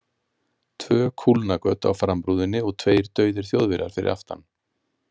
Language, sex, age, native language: Icelandic, male, 50-59, Icelandic